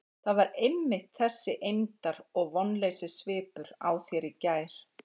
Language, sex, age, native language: Icelandic, female, 40-49, Icelandic